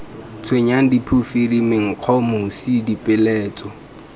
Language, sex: Tswana, male